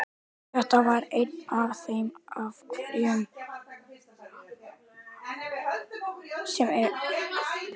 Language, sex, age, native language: Icelandic, male, 18-19, Icelandic